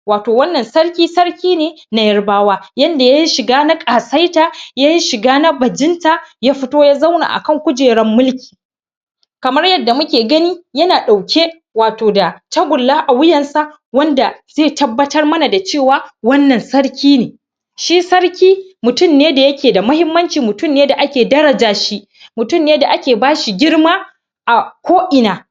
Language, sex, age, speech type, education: Hausa, female, 30-45, spontaneous, tertiary